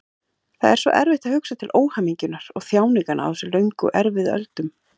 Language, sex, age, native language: Icelandic, female, 40-49, Icelandic